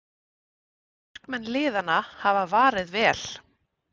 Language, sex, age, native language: Icelandic, female, 30-39, Icelandic